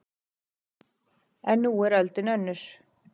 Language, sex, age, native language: Icelandic, female, 40-49, Icelandic